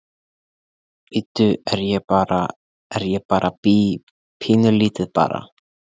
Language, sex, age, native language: Icelandic, male, 20-29, Icelandic